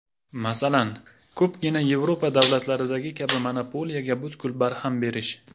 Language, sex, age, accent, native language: Uzbek, male, 19-29, Jizzax, Uzbek